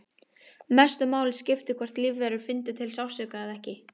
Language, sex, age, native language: Icelandic, female, 18-19, Icelandic